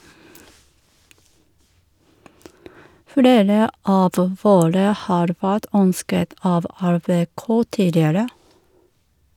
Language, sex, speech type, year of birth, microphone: Norwegian, female, read, 1978, Shure